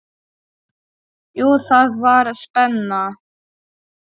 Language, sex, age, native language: Icelandic, male, 8, Polish